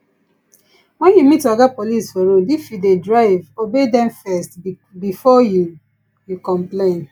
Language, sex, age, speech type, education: Nigerian Pidgin, female, 15-29, spontaneous, tertiary